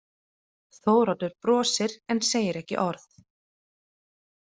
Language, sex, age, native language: Icelandic, female, 30-39, Icelandic